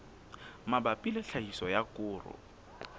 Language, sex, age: Southern Sotho, female, 24